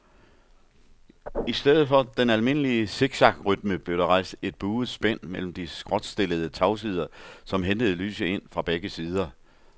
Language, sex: Danish, male